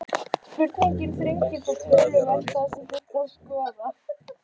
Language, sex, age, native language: Icelandic, female, 18-19, Icelandic